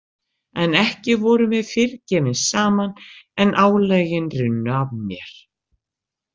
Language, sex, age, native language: Icelandic, female, 60-69, Icelandic